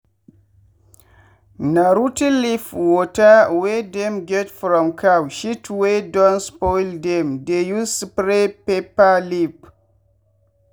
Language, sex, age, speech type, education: Nigerian Pidgin, male, 15-29, spontaneous, tertiary